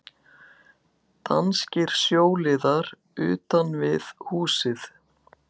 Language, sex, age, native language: Icelandic, female, 60-69, Icelandic